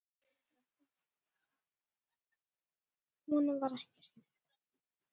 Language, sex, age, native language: Icelandic, female, 9, Icelandic